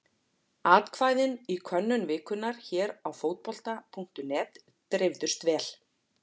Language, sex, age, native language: Icelandic, female, 40-49, Icelandic